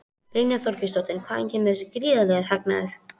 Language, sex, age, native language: Icelandic, female, 13, Icelandic